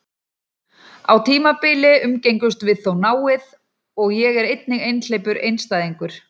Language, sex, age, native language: Icelandic, female, 40-49, Icelandic